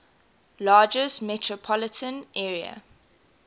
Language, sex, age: English, female, 20